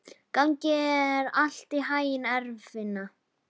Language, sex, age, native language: Icelandic, female, 11, Icelandic